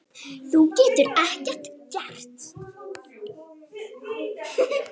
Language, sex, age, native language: Icelandic, male, 18-19, Icelandic